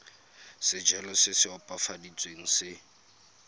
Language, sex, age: Tswana, male, 22